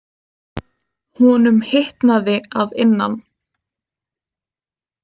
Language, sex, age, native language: Icelandic, female, 20-29, Icelandic